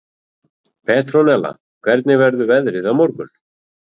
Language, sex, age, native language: Icelandic, male, 40-49, Icelandic